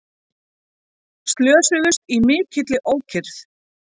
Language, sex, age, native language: Icelandic, female, 40-49, Icelandic